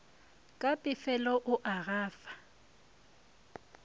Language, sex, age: Northern Sotho, female, 23